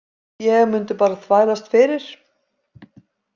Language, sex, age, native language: Icelandic, female, 50-59, Icelandic